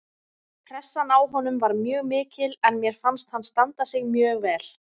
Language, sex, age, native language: Icelandic, female, 20-29, Icelandic